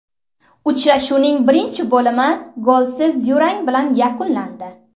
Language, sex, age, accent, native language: Uzbek, female, 18-24, Navoiy, Uzbek